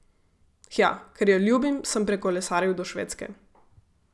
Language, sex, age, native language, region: Slovenian, female, 18-29, Slovenian, Gorica region